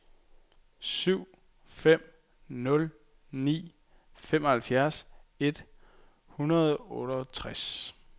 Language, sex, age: Danish, male, 22